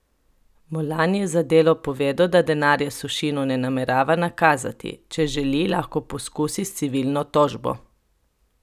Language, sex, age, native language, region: Slovenian, female, 30-49, Slovenian, Coastal Karst region